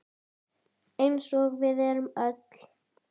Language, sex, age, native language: Icelandic, female, 10, Icelandic